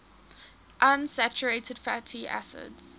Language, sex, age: English, female, 18